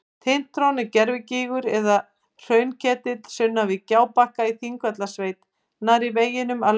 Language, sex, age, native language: Icelandic, female, 50-59, Icelandic